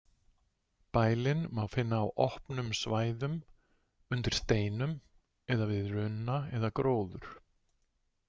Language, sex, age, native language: Icelandic, male, 60-69, Icelandic